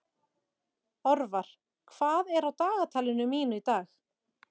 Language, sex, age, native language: Icelandic, female, 40-49, Icelandic